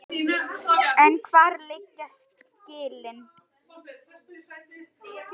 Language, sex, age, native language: Icelandic, female, 10, Icelandic